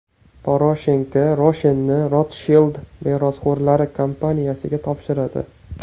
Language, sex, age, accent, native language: Uzbek, male, 18-24, Farg'ona, Uzbek